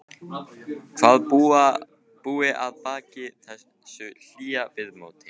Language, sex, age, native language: Icelandic, male, 15, Icelandic